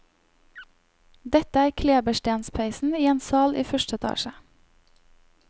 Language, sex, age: Norwegian, female, 25